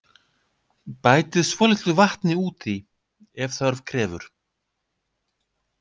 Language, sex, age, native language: Icelandic, male, 50-59, Icelandic